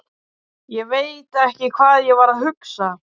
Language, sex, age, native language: Icelandic, male, 12, Icelandic